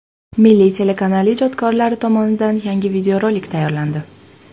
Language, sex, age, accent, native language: Uzbek, female, under 19, Toshkent shahri, Uzbek